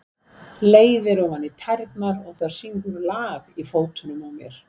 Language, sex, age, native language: Icelandic, female, 70-79, Icelandic